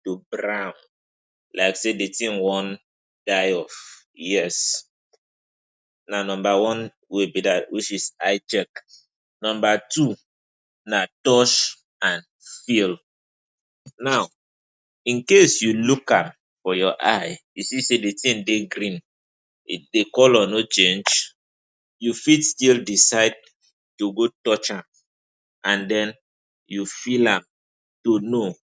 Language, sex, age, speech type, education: Nigerian Pidgin, male, 15-29, spontaneous, tertiary